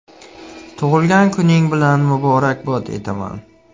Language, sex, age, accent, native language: Uzbek, male, 18-24, Buxoro, Uzbek